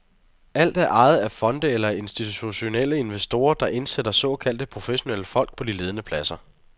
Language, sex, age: Danish, male, 23